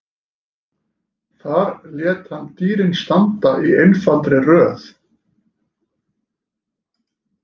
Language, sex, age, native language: Icelandic, male, 40-49, Icelandic